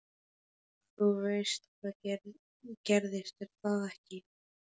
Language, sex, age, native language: Icelandic, male, 11, Polish